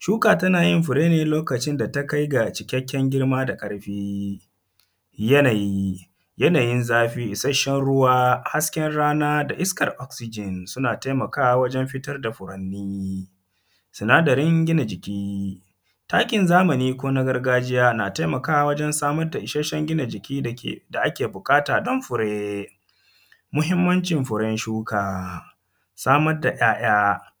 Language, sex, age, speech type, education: Hausa, male, 15-29, spontaneous, secondary